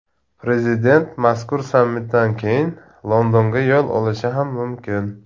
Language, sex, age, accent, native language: Uzbek, male, 30-39, Namangan, Tajik